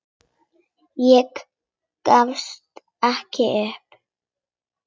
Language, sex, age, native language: Icelandic, female, 8, Icelandic